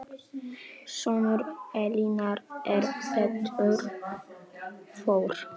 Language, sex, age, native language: Icelandic, male, 6, Polish